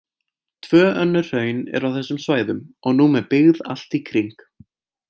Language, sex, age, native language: Icelandic, male, 20-29, Icelandic